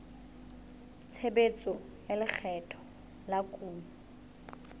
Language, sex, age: Southern Sotho, female, 21